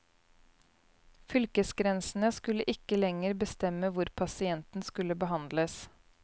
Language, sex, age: Norwegian, female, 29